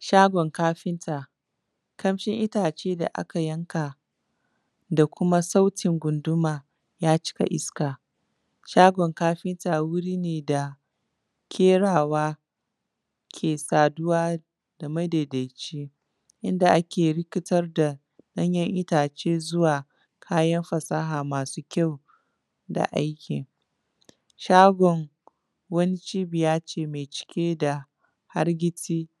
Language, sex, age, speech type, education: Hausa, female, 15-29, spontaneous, tertiary